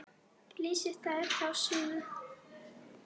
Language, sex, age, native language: Icelandic, female, 10, Polish